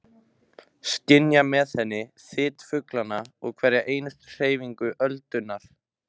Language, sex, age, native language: Icelandic, male, 15, Icelandic